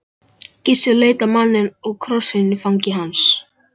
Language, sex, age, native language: Icelandic, male, 11, Icelandic